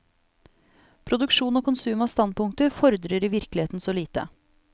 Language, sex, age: Norwegian, female, 34